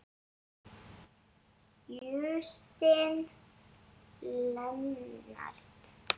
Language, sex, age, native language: Icelandic, female, 7, Icelandic